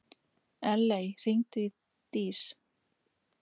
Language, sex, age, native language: Icelandic, female, 20-29, Icelandic